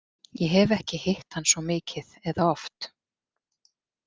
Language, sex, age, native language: Icelandic, female, 40-49, Icelandic